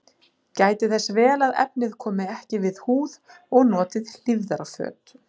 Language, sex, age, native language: Icelandic, female, 40-49, Icelandic